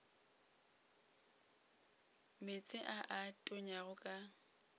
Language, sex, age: Northern Sotho, female, 22